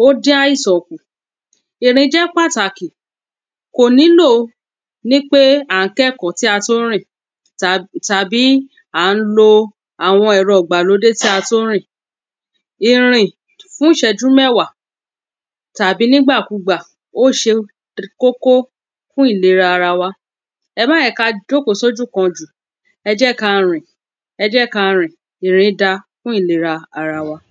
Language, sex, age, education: Yoruba, female, 30-45, tertiary